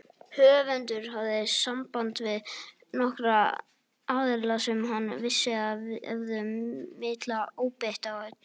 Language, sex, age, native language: Icelandic, male, 18-19, Icelandic